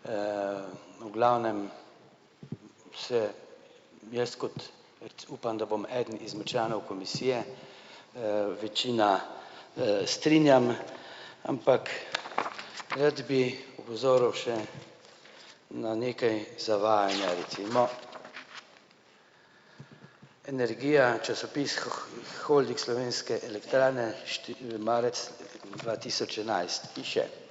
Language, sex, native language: Slovenian, male, Slovenian